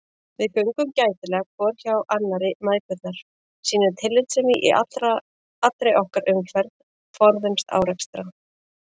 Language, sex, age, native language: Icelandic, female, 40-49, Icelandic